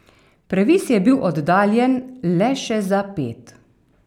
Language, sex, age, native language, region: Slovenian, female, 30-49, Slovenian, Carinthia region